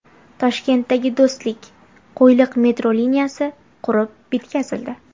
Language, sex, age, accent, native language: Uzbek, female, 18-24, Farg'ona, Uzbek